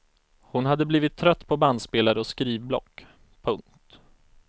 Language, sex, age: Swedish, male, 34